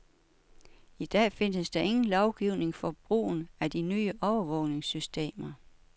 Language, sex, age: Danish, female, 61